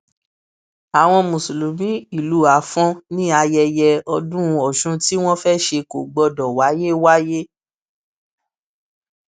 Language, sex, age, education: Yoruba, female, 30-45, tertiary